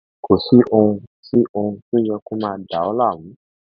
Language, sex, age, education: Yoruba, male, 15-29, tertiary